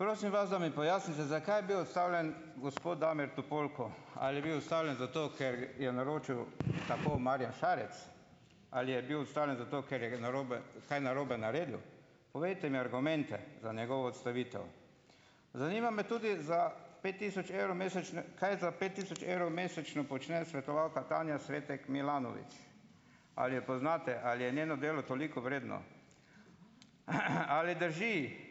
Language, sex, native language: Slovenian, male, Slovenian